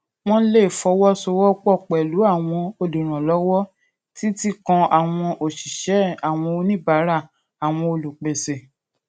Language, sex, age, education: Yoruba, female, 15-29, secondary